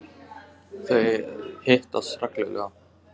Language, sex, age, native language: Icelandic, male, 18-19, Icelandic